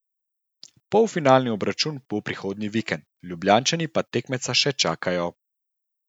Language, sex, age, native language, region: Slovenian, male, 30-49, Slovenian, Central Slovenia